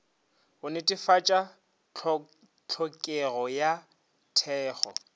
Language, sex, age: Northern Sotho, male, 30